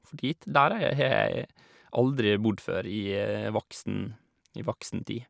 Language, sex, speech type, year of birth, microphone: Norwegian, male, spontaneous, 1986, Shure